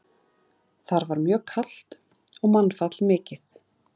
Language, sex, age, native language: Icelandic, female, 30-39, Icelandic